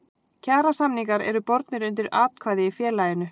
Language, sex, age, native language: Icelandic, female, 40-49, Icelandic